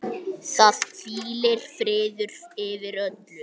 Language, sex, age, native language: Icelandic, male, 9, Icelandic